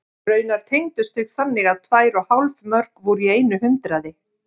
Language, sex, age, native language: Icelandic, female, 50-59, Icelandic